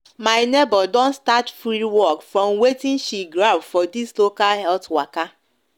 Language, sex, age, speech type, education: Nigerian Pidgin, female, 30-45, spontaneous, tertiary